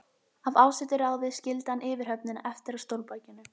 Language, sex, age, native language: Icelandic, female, 12, Icelandic